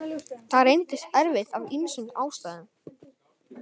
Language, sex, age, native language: Icelandic, male, 18-19, Icelandic